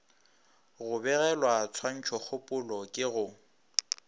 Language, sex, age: Northern Sotho, male, 26